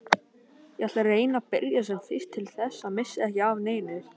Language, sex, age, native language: Icelandic, male, 18-19, Icelandic